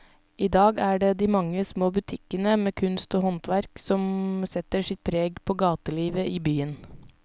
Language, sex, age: Norwegian, female, 32